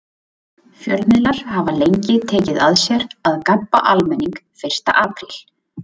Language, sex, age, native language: Icelandic, female, 20-29, Icelandic